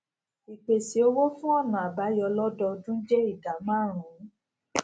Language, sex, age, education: Yoruba, female, 46-60, tertiary